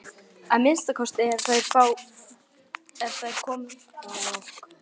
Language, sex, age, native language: Icelandic, male, 11, Icelandic